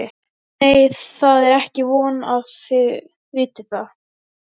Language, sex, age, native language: Icelandic, female, 11, Icelandic